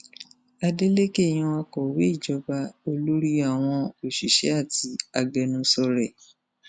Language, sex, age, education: Yoruba, female, 46-60, tertiary